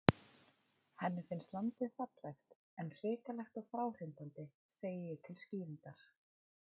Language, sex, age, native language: Icelandic, female, 20-29, Icelandic